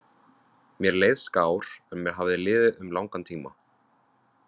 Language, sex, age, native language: Icelandic, male, 20-29, Vietnamese